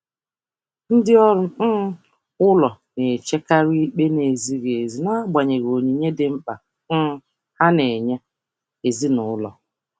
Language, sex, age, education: Igbo, male, 15-29, secondary